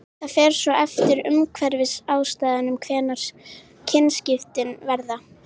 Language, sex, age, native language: Icelandic, female, 18-19, Icelandic